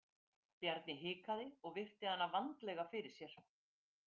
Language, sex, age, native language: Icelandic, female, 50-59, Icelandic